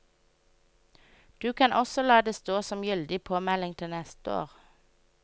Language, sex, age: Norwegian, female, 24